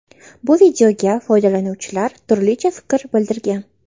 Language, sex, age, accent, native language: Uzbek, female, 18-24, Toshkent shahri, Uzbek